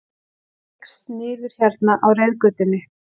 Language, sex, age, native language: Icelandic, female, 40-49, Icelandic